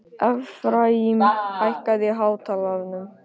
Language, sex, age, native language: Icelandic, male, 15, Icelandic